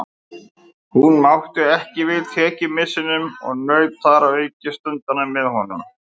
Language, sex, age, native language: Icelandic, male, 50-59, Icelandic